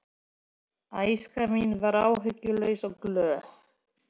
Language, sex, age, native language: Icelandic, female, 40-49, Polish